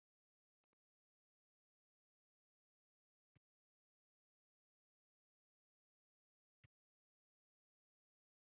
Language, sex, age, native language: Icelandic, male, 60-69, Icelandic